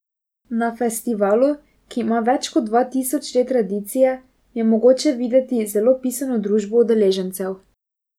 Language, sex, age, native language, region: Slovenian, female, 18-29, Slovenian, Drava region